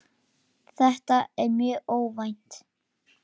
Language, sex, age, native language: Icelandic, male, 10, Icelandic